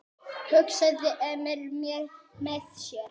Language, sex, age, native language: Icelandic, male, 8, Icelandic